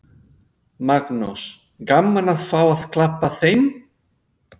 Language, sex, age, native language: Icelandic, male, 50-59, Spanish